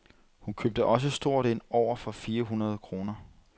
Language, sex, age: Danish, male, 30